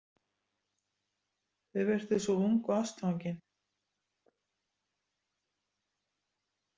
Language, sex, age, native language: Icelandic, female, 60-69, Icelandic